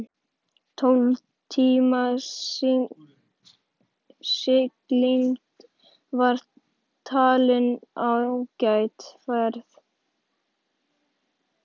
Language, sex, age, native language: Icelandic, male, 11, Icelandic